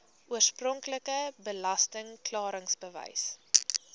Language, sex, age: Afrikaans, female, 18